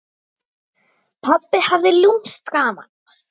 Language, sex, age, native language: Icelandic, female, 9, Icelandic